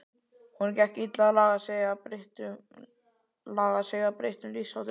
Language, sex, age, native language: Icelandic, male, 12, Icelandic